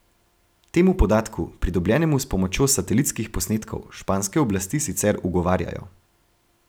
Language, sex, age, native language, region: Slovenian, male, 18-29, Slovenian, Gorenjska region